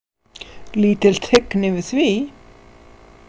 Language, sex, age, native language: Icelandic, female, 50-59, Icelandic